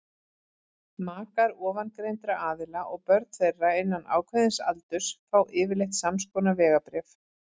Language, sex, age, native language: Icelandic, female, 40-49, Icelandic